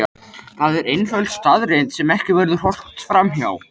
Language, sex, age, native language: Icelandic, male, 13, Icelandic